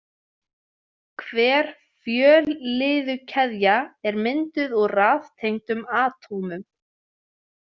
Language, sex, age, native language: Icelandic, female, 20-29, Icelandic